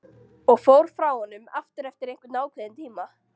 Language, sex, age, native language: Icelandic, female, 13, Icelandic